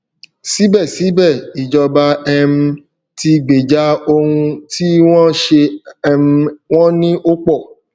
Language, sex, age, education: Yoruba, male, 30-45, tertiary